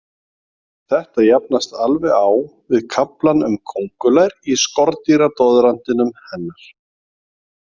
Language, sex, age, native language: Icelandic, male, 40-49, Icelandic